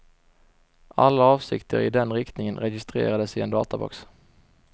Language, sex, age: Swedish, male, 21